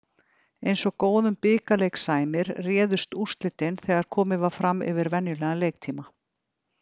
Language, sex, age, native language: Icelandic, female, 50-59, Icelandic